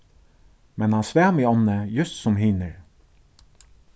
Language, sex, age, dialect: Faroese, male, 36-60, Suðurstreymoy